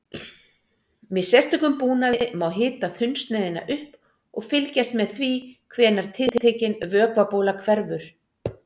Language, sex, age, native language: Icelandic, female, 60-69, Icelandic